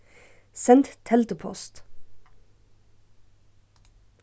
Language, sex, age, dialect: Faroese, female, 15-35, Suðurstreymoy